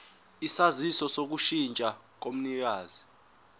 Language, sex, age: Zulu, male, 20